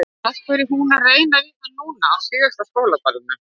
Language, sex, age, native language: Icelandic, female, 60-69, Icelandic